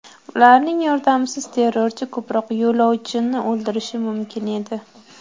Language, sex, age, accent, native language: Uzbek, female, 18-24, Qashqadaryo, Uzbek